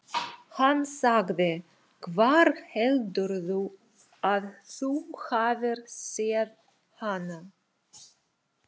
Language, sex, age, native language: Icelandic, female, 40-49, Russian